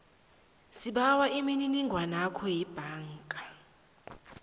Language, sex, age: South Ndebele, female, 23